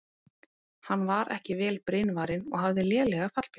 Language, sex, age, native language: Icelandic, female, 18-19, Icelandic